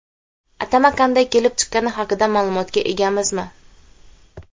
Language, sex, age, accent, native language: Uzbek, female, 18-24, Xorazm, Uzbek